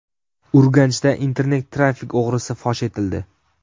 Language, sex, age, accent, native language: Uzbek, male, 12-17, Sirdaryo, Uzbek